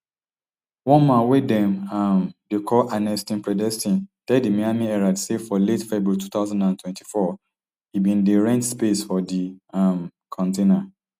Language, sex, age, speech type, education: Nigerian Pidgin, male, 30-45, spontaneous, tertiary